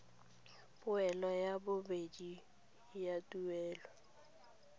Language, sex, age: Tswana, female, 23